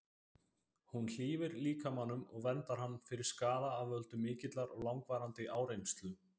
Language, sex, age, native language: Icelandic, male, 20-29, Icelandic